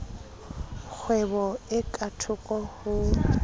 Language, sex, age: Southern Sotho, female, 30